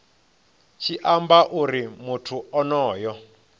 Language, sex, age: Venda, male, 26